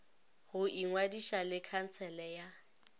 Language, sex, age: Northern Sotho, female, 19